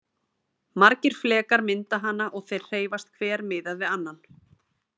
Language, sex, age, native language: Icelandic, female, 30-39, Icelandic